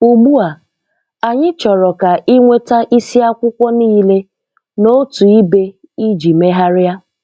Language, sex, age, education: Igbo, female, 15-29, tertiary